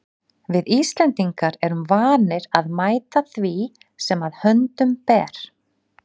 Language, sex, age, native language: Icelandic, female, 40-49, Icelandic